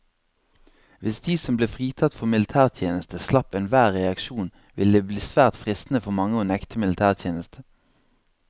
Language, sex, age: Norwegian, male, 26